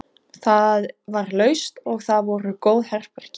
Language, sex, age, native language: Icelandic, female, 15, Icelandic